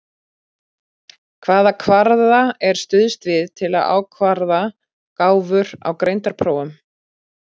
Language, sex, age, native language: Icelandic, female, 40-49, Icelandic